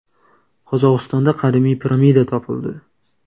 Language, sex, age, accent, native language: Uzbek, male, 18-24, Toshkent viloyati, Uzbek